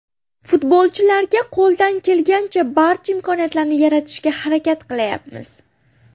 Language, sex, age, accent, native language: Uzbek, female, under 19, Farg'ona, Uzbek